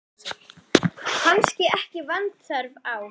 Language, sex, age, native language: Icelandic, female, 9, Icelandic